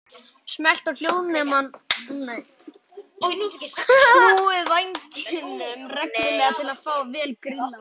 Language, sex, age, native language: Icelandic, male, 11, Icelandic